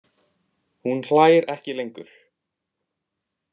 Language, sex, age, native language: Icelandic, male, 18-19, Icelandic